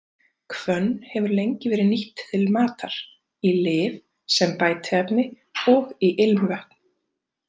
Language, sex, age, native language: Icelandic, female, 30-39, Icelandic